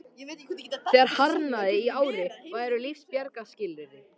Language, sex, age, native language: Icelandic, male, 13, Icelandic